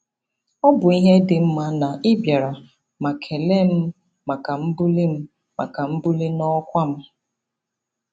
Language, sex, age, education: Igbo, female, 30-45, tertiary